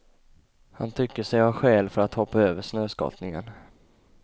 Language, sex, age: Swedish, male, 20